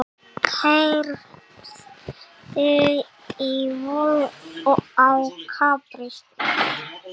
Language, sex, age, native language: Icelandic, female, 20-29, Icelandic